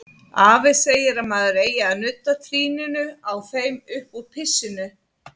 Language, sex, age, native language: Icelandic, female, 50-59, Icelandic